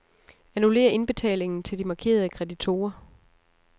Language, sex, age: Danish, female, 34